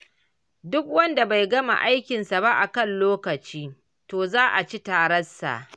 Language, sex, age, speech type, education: Hausa, female, 60+, read, primary